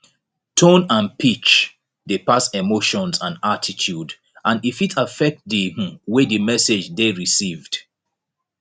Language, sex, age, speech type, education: Nigerian Pidgin, male, 30-45, spontaneous, tertiary